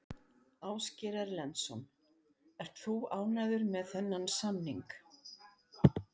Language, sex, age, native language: Icelandic, female, 60-69, Icelandic